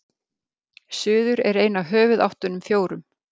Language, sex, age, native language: Icelandic, female, 50-59, Icelandic